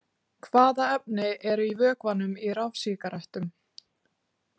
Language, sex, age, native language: Icelandic, female, 18-19, Icelandic